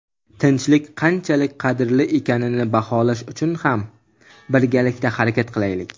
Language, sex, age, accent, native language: Uzbek, male, 19-29, Samarqand, Uzbek